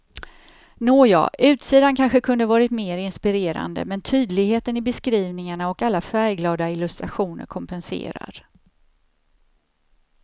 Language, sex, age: Swedish, female, 54